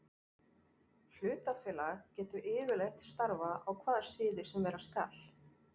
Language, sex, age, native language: Icelandic, female, 40-49, French